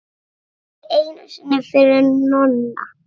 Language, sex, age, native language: Icelandic, female, 6, Icelandic